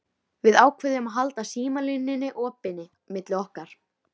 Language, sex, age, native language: Icelandic, female, 13, Icelandic